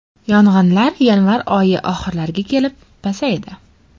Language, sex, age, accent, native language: Uzbek, female, 12-17, Farg'ona, Uzbek